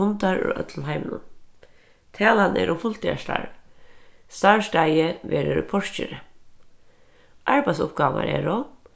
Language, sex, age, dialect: Faroese, female, 36-60, Norðurstreymoy/Eysturoy